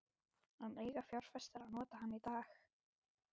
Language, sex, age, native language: Icelandic, female, 12, Icelandic